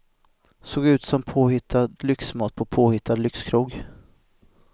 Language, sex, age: Swedish, male, 25